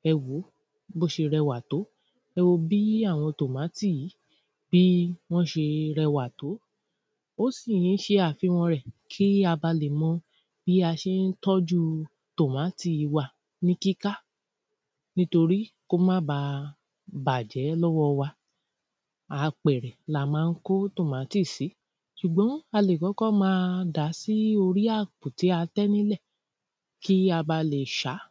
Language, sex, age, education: Yoruba, female, 30-45, tertiary